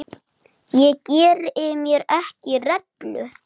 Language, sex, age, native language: Icelandic, male, 8, Icelandic